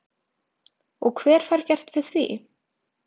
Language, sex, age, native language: Icelandic, female, 18-19, Icelandic